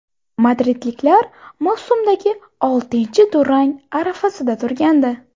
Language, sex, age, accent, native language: Uzbek, female, 18-24, Buxoro, Uzbek